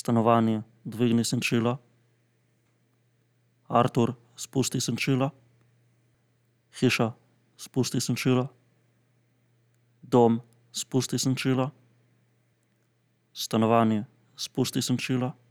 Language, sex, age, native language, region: Slovenian, male, 30-49, Slovenian, Central Slovenia